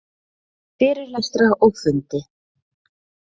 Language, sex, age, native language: Icelandic, female, 30-39, Icelandic